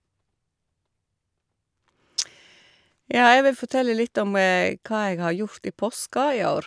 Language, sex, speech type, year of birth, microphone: Norwegian, female, spontaneous, 1956, Shure